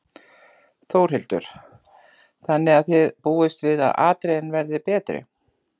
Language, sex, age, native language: Icelandic, female, 40-49, Icelandic